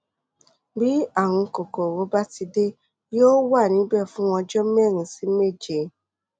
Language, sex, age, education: Yoruba, female, 15-29, tertiary